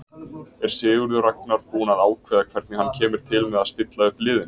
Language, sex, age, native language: Icelandic, male, 20-29, Icelandic